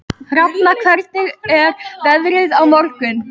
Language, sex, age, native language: Icelandic, female, 13, Icelandic